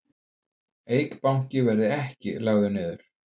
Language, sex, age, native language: Icelandic, male, 50-59, Icelandic